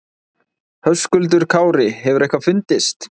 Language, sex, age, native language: Icelandic, male, 20-29, Icelandic